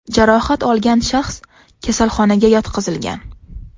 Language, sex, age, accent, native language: Uzbek, female, 18-24, Toshkent shahri, Uzbek